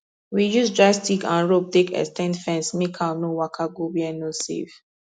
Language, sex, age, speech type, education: Nigerian Pidgin, female, 15-29, spontaneous, tertiary